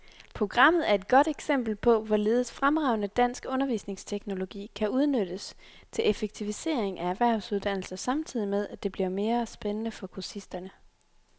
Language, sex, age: Danish, female, 23